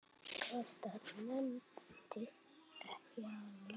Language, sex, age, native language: Icelandic, male, 7, Icelandic